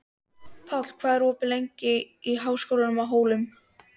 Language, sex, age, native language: Icelandic, female, 13, Icelandic